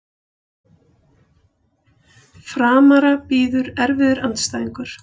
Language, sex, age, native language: Icelandic, female, 40-49, Icelandic